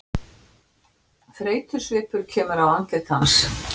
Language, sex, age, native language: Icelandic, female, 60-69, Icelandic